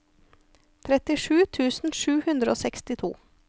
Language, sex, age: Norwegian, female, 34